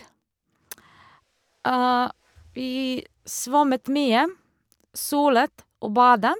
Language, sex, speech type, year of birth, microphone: Norwegian, female, spontaneous, 1978, Shure